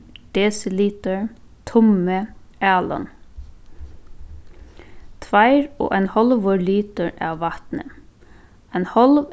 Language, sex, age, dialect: Faroese, female, 15-35, Suðuroy